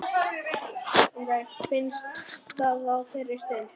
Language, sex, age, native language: Icelandic, male, 9, Icelandic